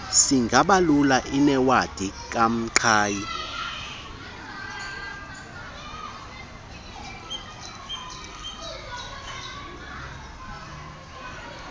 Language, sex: Xhosa, male